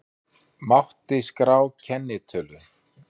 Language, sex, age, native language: Icelandic, male, 50-59, Icelandic